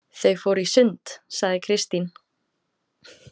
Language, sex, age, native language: Icelandic, female, 18-19, Icelandic